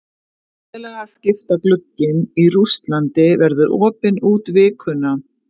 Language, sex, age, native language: Icelandic, female, 50-59, Icelandic